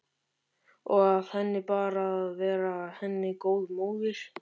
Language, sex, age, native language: Icelandic, male, 13, Icelandic